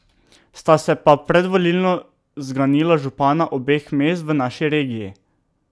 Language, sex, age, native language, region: Slovenian, male, 18-29, Slovenian, Drava region